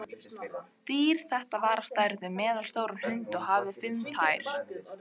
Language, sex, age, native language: Icelandic, female, 18-19, Icelandic